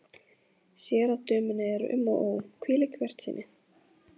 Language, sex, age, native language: Icelandic, female, 15, Icelandic